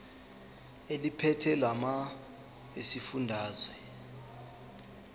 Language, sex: Zulu, male